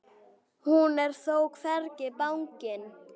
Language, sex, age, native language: Icelandic, female, 9, Icelandic